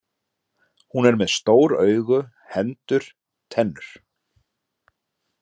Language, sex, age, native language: Icelandic, male, 30-39, Icelandic